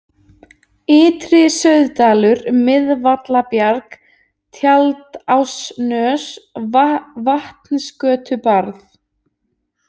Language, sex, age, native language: Icelandic, female, 20-29, Icelandic